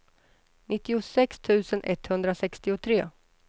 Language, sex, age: Swedish, female, 33